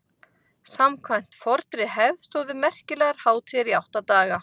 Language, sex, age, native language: Icelandic, female, 40-49, Icelandic